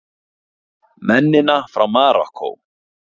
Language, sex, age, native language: Icelandic, male, 40-49, Icelandic